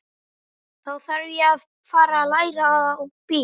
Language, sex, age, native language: Icelandic, male, 11, Icelandic